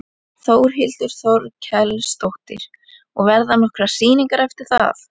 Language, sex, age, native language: Icelandic, female, 11, Icelandic